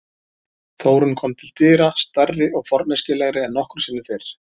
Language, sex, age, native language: Icelandic, male, 40-49, Icelandic